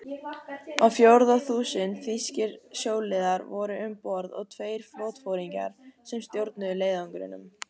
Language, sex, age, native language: Icelandic, female, 18-19, Icelandic